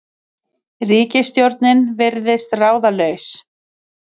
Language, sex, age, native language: Icelandic, female, 30-39, Icelandic